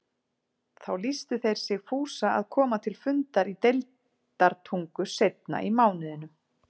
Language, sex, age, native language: Icelandic, female, 40-49, Icelandic